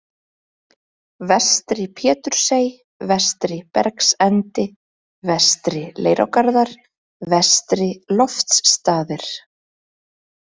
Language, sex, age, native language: Icelandic, female, 30-39, Icelandic